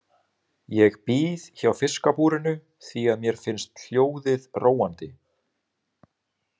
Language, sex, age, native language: Icelandic, male, 30-39, Icelandic